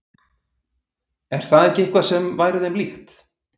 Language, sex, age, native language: Icelandic, male, 40-49, Icelandic